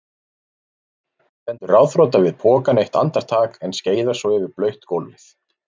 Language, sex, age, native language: Icelandic, male, 40-49, Icelandic